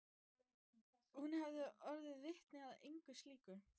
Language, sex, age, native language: Icelandic, female, 14, Icelandic